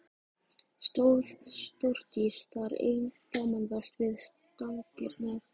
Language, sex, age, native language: Icelandic, female, 14, Icelandic